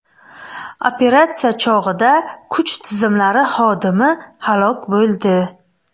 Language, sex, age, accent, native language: Uzbek, female, 25-34, Buxoro, Uzbek